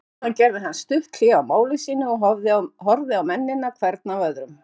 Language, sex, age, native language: Icelandic, female, 50-59, Icelandic